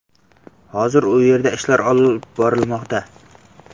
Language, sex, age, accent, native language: Uzbek, male, 12-17, Samarqand, Uzbek